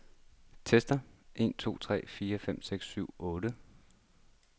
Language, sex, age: Danish, male, 26